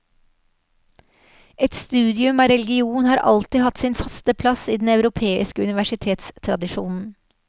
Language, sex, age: Norwegian, female, 46